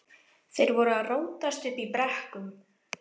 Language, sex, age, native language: Icelandic, female, 11, Icelandic